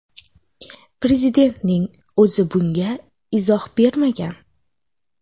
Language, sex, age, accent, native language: Uzbek, female, 18-24, Xorazm, Uzbek